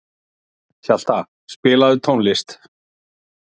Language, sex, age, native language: Icelandic, male, 40-49, Icelandic